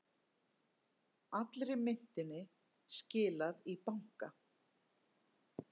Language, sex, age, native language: Icelandic, female, 50-59, Icelandic